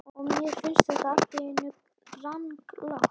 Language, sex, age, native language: Icelandic, male, 11, Icelandic